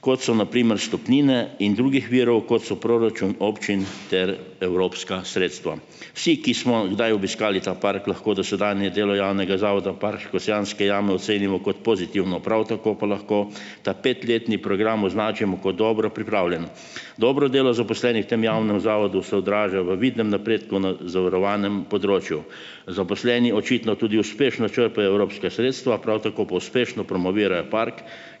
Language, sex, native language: Slovenian, male, Slovenian